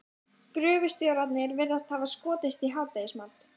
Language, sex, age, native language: Icelandic, male, 14, Icelandic